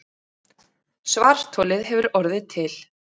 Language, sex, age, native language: Icelandic, female, 30-39, Icelandic